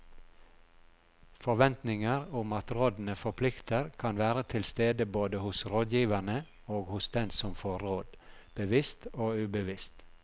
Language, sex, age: Norwegian, male, 42